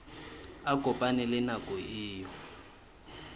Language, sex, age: Southern Sotho, male, 20